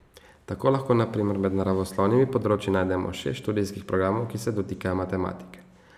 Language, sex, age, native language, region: Slovenian, male, 18-29, Slovenian, Savinja region